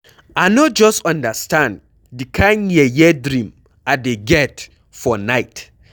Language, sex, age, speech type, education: Nigerian Pidgin, male, 15-29, read, secondary